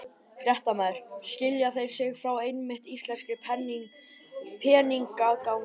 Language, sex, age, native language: Icelandic, male, 12, Icelandic